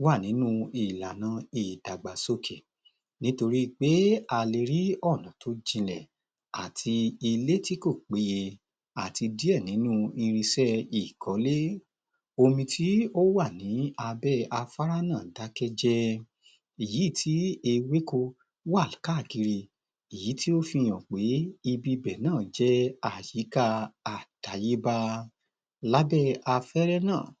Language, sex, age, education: Yoruba, male, 30-45, tertiary